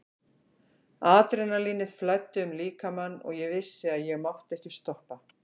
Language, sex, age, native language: Icelandic, female, 50-59, Icelandic